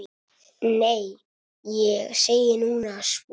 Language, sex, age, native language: Icelandic, male, 6, Italian